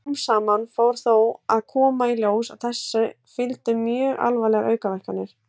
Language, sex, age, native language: Icelandic, female, 20-29, Icelandic